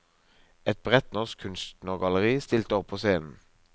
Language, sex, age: Norwegian, male, 23